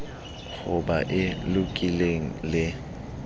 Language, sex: Southern Sotho, male